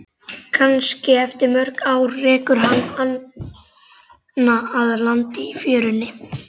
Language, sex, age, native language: Icelandic, male, 11, Icelandic